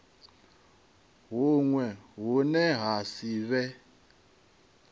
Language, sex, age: Venda, male, 23